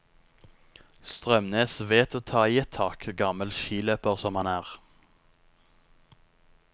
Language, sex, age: Norwegian, male, 19